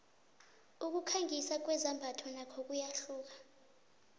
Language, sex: South Ndebele, female